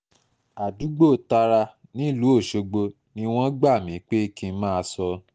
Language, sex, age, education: Yoruba, male, 15-29, tertiary